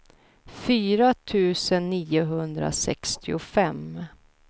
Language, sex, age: Swedish, female, 32